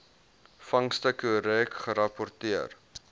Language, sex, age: Afrikaans, male, 21